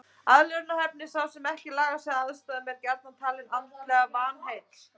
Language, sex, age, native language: Icelandic, female, 30-39, Icelandic